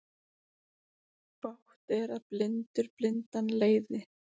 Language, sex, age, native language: Icelandic, female, 30-39, Icelandic